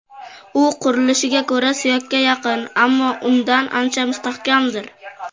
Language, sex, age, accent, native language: Uzbek, male, 12-17, Surxondaryo, Uzbek